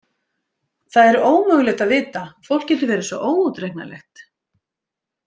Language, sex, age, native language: Icelandic, female, 50-59, Icelandic